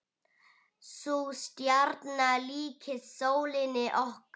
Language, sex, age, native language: Icelandic, female, 8, Icelandic